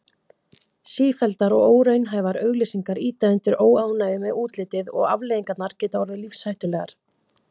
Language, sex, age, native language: Icelandic, female, 50-59, Icelandic